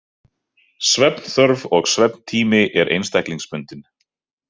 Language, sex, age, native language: Icelandic, male, 30-39, Icelandic